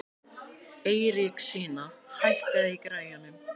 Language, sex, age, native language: Icelandic, male, 18-19, Icelandic